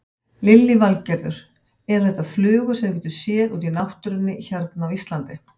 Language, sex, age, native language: Icelandic, female, 50-59, Icelandic